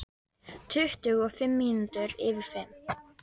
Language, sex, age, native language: Icelandic, female, 12, Icelandic